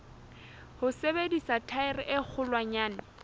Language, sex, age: Southern Sotho, female, 20